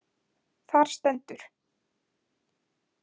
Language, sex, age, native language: Icelandic, female, 20-29, Icelandic